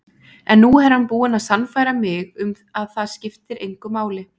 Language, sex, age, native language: Icelandic, female, 20-29, Icelandic